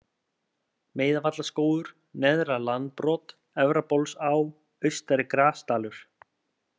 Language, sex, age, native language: Icelandic, male, 30-39, Icelandic